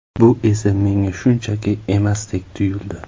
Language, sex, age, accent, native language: Uzbek, male, 25-34, Samarqand, Uzbek